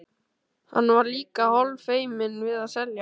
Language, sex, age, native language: Icelandic, male, 13, Icelandic